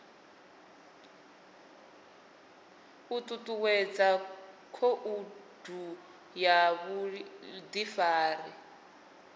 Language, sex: Venda, female